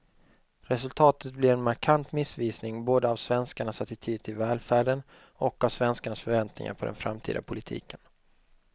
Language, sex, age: Swedish, male, 25